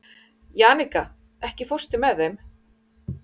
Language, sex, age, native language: Icelandic, female, 40-49, Icelandic